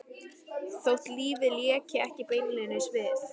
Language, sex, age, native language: Icelandic, female, 12, Icelandic